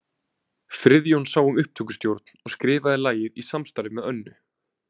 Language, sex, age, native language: Icelandic, male, 20-29, Icelandic